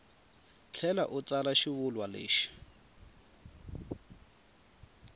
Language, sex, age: Tsonga, male, 24